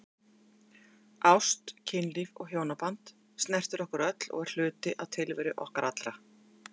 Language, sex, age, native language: Icelandic, female, 50-59, Icelandic